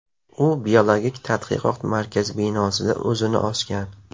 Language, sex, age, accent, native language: Uzbek, male, 18-24, Namangan, Uzbek